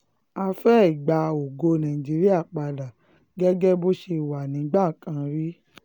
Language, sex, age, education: Yoruba, female, 15-29, tertiary